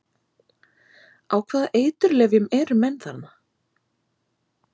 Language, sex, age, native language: Icelandic, female, 20-29, Icelandic